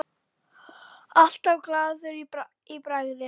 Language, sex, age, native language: Icelandic, female, 10, Icelandic